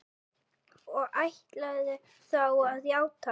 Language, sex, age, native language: Icelandic, female, 10, Icelandic